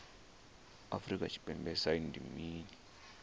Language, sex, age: Venda, male, 34